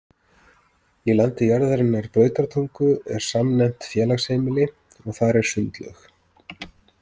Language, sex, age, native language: Icelandic, male, 30-39, Icelandic